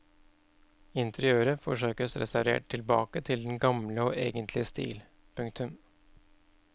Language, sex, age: Norwegian, male, 31